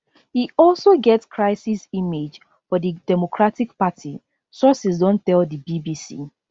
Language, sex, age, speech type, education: Nigerian Pidgin, female, 15-29, spontaneous, tertiary